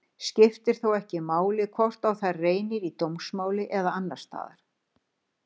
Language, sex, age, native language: Icelandic, female, 60-69, Icelandic